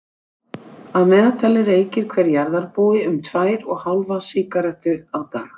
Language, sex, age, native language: Icelandic, female, 60-69, Icelandic